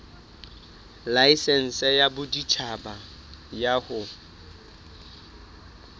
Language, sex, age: Southern Sotho, male, 24